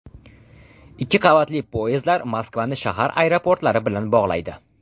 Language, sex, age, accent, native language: Uzbek, male, under 19, Farg'ona, Uzbek